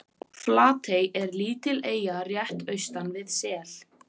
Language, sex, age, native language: Icelandic, female, 14, Icelandic